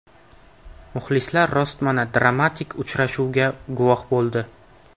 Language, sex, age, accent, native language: Uzbek, male, 18-24, Navoiy, Uzbek